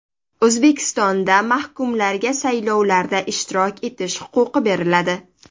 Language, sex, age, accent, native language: Uzbek, female, 18-24, Toshkent shahri, Uzbek